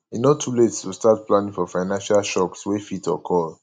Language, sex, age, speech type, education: Nigerian Pidgin, male, 15-29, spontaneous, tertiary